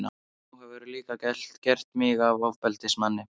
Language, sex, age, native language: Icelandic, male, 13, Icelandic